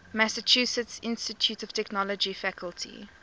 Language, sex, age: English, female, 24